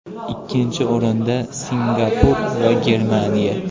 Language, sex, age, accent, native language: Uzbek, male, 18-24, Andijon, Uzbek